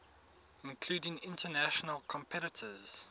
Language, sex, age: English, male, 19